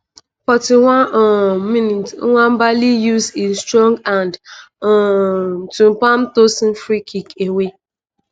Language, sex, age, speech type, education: Nigerian Pidgin, female, 30-45, spontaneous, tertiary